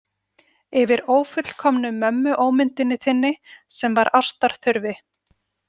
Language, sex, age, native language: Icelandic, female, 40-49, Icelandic